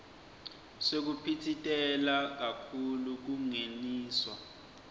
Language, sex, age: Swati, male, 20